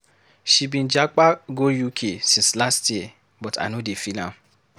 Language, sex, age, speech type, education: Nigerian Pidgin, male, 15-29, read, secondary